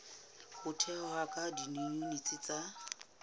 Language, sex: Southern Sotho, female